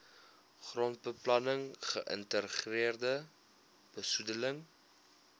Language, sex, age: Afrikaans, male, 21